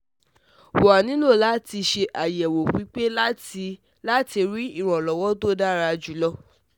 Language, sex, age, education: Yoruba, female, 15-29, tertiary